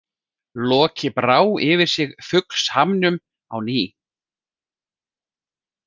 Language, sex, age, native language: Icelandic, male, 40-49, Icelandic